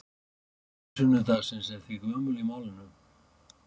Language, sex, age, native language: Icelandic, male, 50-59, Icelandic